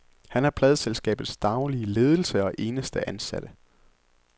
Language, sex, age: Danish, male, 24